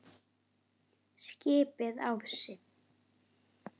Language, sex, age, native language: Icelandic, female, 8, Icelandic